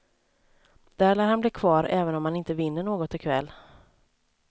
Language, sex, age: Swedish, female, 29